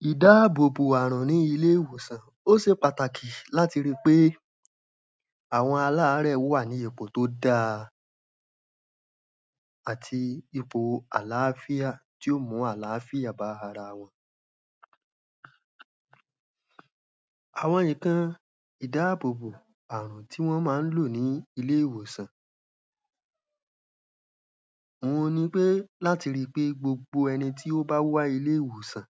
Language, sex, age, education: Yoruba, male, 15-29, primary